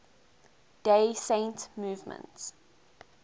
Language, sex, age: English, female, 19